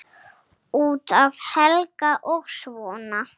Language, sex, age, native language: Icelandic, female, 7, Icelandic